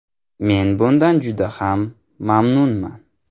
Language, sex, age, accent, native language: Uzbek, male, 18-24, Navoiy, Uzbek